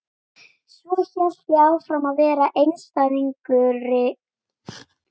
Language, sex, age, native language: Icelandic, female, 18-19, Icelandic